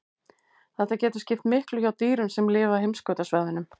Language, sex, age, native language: Icelandic, female, 18-19, Icelandic